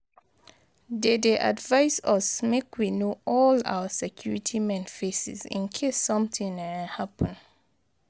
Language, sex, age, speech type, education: Nigerian Pidgin, female, 30-45, spontaneous, tertiary